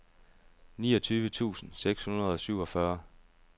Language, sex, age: Danish, male, 30